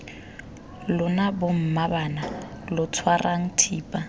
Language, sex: Tswana, female